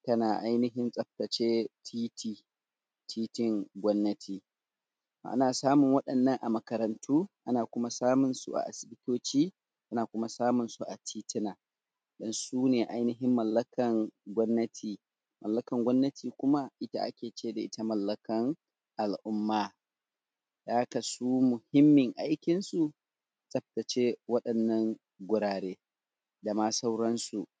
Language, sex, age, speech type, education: Hausa, male, 30-45, spontaneous, tertiary